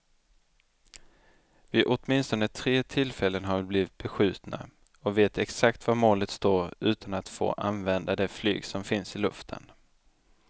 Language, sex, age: Swedish, male, 29